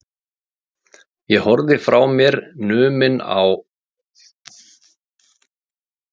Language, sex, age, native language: Icelandic, male, 50-59, Icelandic